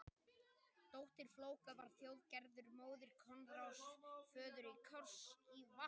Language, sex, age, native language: Icelandic, male, 18-19, Icelandic